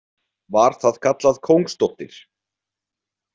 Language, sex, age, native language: Icelandic, male, 20-29, Icelandic